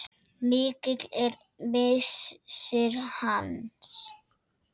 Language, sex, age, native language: Icelandic, female, 7, Icelandic